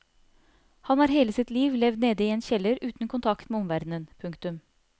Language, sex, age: Norwegian, female, 30